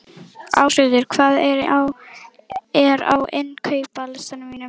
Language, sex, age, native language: Icelandic, female, 11, Icelandic